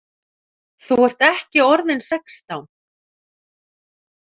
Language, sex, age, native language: Icelandic, female, 40-49, Icelandic